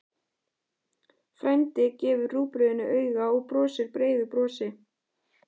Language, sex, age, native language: Icelandic, female, 14, Icelandic